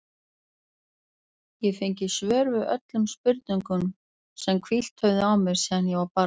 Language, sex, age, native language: Icelandic, female, 40-49, Icelandic